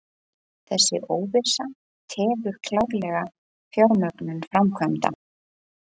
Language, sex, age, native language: Icelandic, female, 20-29, Icelandic